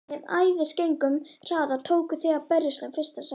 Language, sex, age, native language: Icelandic, female, 11, Icelandic